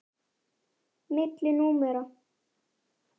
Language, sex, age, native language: Icelandic, male, 9, Icelandic